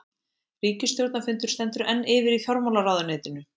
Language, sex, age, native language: Icelandic, female, 20-29, Icelandic